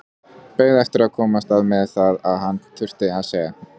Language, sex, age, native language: Icelandic, male, 20-29, Icelandic